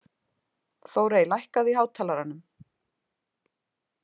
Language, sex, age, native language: Icelandic, female, 50-59, Icelandic